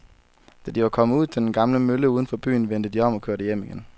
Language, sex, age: Danish, male, 23